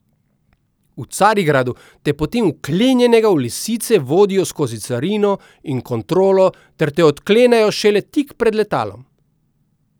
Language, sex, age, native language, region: Slovenian, male, 50-59, Slovenian, Central Slovenia